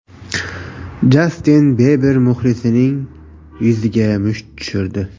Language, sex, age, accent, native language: Uzbek, male, 18-24, Navoiy, Uzbek